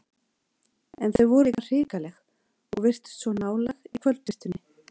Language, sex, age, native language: Icelandic, female, 40-49, Icelandic